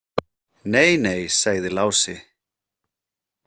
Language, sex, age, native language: Icelandic, male, 30-39, Icelandic